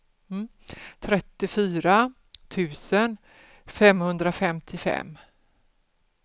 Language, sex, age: Swedish, female, 47